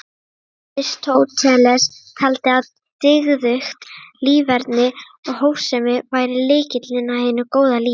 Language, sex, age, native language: Icelandic, female, 30-39, Icelandic